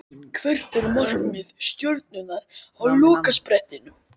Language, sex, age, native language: Icelandic, male, 13, Icelandic